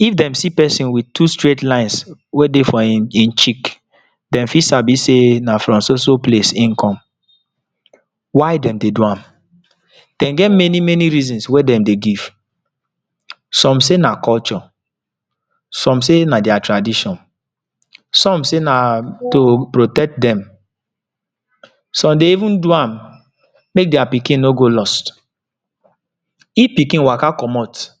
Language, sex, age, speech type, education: Nigerian Pidgin, male, 46-60, spontaneous, tertiary